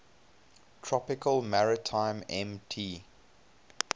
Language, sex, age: English, male, 22